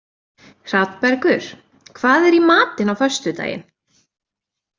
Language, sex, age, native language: Icelandic, female, 20-29, Icelandic